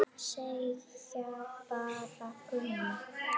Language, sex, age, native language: Icelandic, female, 8, Icelandic